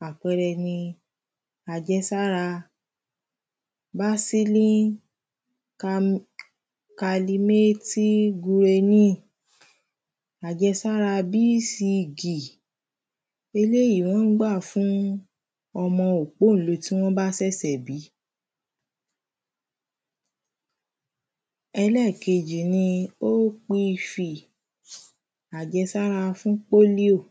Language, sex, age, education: Yoruba, female, 30-45, primary